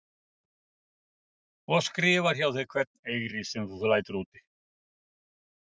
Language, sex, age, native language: Icelandic, male, 50-59, Icelandic